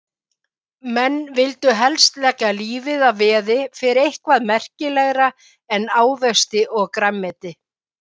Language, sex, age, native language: Icelandic, female, 50-59, Icelandic